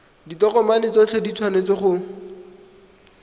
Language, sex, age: Tswana, male, 20